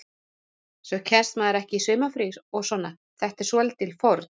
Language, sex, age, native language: Icelandic, male, 40-49, Icelandic